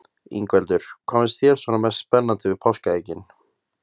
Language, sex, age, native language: Icelandic, male, 20-29, Icelandic